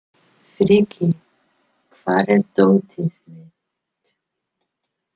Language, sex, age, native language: Icelandic, female, 50-59, English